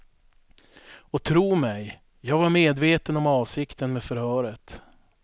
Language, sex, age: Swedish, male, 42